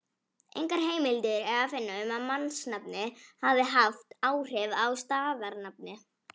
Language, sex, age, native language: Icelandic, female, 18-19, Icelandic